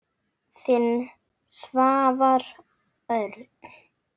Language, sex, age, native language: Icelandic, female, 9, Icelandic